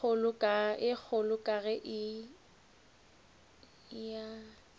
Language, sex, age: Northern Sotho, female, 29